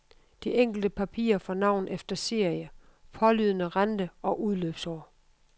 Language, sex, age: Danish, female, 52